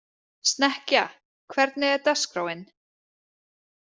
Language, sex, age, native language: Icelandic, female, 30-39, Icelandic